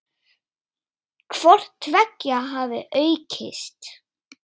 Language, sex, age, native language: Icelandic, male, 7, Icelandic